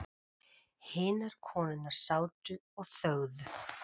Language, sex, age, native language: Icelandic, female, 40-49, Icelandic